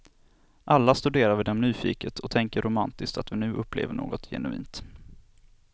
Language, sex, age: Swedish, male, 27